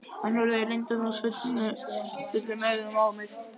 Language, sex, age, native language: Icelandic, male, 11, Icelandic